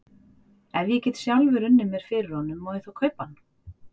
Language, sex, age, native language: Icelandic, female, 40-49, Icelandic